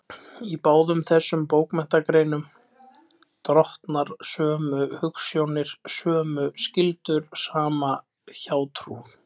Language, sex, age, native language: Icelandic, male, 20-29, Icelandic